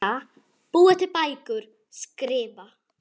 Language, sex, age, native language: Icelandic, female, 10, Icelandic